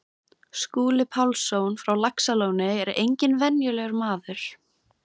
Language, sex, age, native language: Icelandic, female, 15, Icelandic